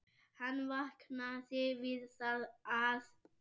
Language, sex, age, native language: Icelandic, male, 7, Icelandic